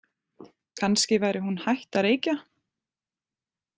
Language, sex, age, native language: Icelandic, female, 20-29, Icelandic